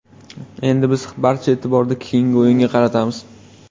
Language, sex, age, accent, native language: Uzbek, male, 18-24, Toshkent viloyati, Uzbek